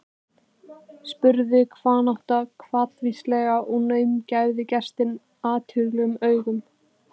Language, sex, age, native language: Icelandic, female, 12, Icelandic